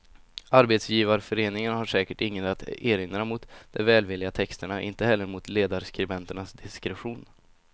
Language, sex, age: Swedish, male, 17